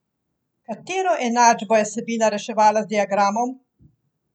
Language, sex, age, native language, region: Slovenian, female, 50-59, Slovenian, Central Slovenia